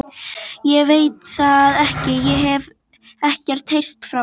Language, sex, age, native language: Icelandic, female, 12, Icelandic